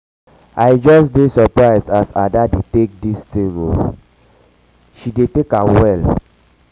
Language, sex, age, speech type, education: Nigerian Pidgin, male, 15-29, spontaneous, tertiary